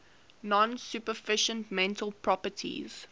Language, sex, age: English, female, 18